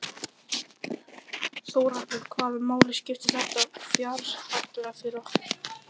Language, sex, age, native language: Icelandic, male, 11, Icelandic